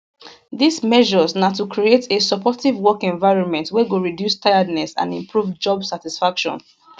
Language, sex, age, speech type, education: Nigerian Pidgin, female, 15-29, spontaneous, tertiary